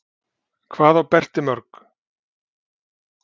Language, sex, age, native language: Icelandic, male, 40-49, Icelandic